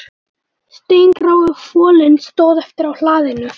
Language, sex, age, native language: Icelandic, male, 18-19, Icelandic